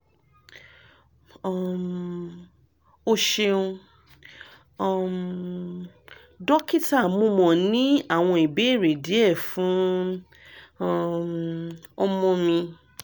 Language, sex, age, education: Yoruba, female, 30-45, tertiary